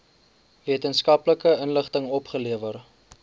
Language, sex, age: Afrikaans, male, 19